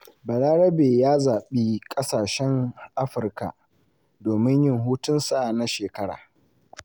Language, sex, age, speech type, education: Hausa, male, 15-29, spontaneous, secondary